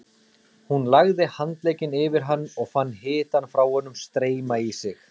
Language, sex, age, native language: Icelandic, male, 30-39, Icelandic